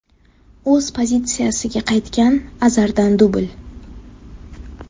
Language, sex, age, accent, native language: Uzbek, female, 18-24, Sirdaryo, Uzbek